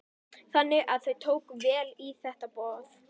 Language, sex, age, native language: Icelandic, female, 11, Icelandic